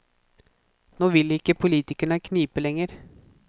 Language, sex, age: Norwegian, male, 24